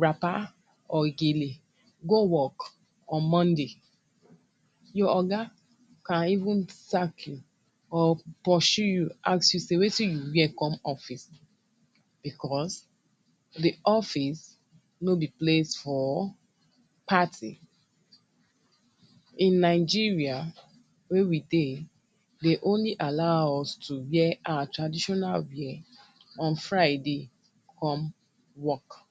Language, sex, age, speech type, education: Nigerian Pidgin, female, 30-45, spontaneous, tertiary